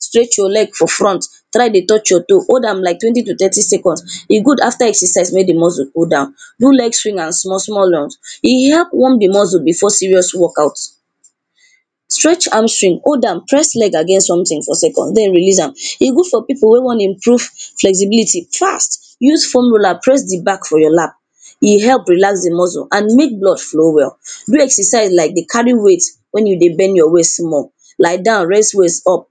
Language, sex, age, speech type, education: Nigerian Pidgin, female, 15-29, spontaneous, primary